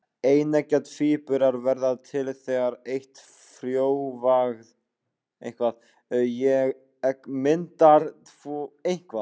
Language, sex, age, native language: Icelandic, male, 18-19, Icelandic